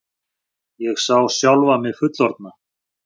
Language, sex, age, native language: Icelandic, male, 40-49, Icelandic